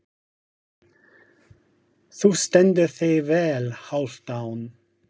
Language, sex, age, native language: Icelandic, male, 50-59, English